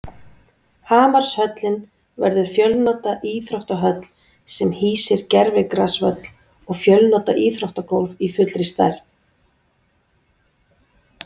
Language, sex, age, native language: Icelandic, female, 40-49, Icelandic